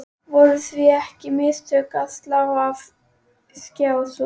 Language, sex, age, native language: Icelandic, female, 11, Icelandic